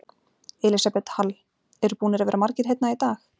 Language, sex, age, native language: Icelandic, female, 40-49, Icelandic